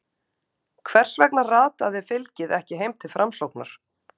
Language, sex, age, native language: Icelandic, female, 50-59, Icelandic